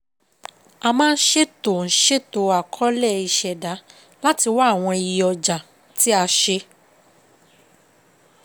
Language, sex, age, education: Yoruba, female, 15-29, secondary